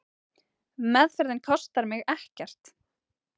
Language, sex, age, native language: Icelandic, female, 30-39, Icelandic